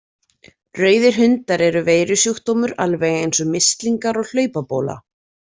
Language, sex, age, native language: Icelandic, female, 40-49, Icelandic